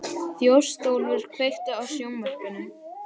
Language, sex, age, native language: Icelandic, female, 18-19, Icelandic